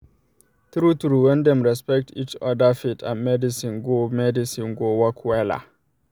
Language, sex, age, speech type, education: Nigerian Pidgin, male, 30-45, spontaneous, tertiary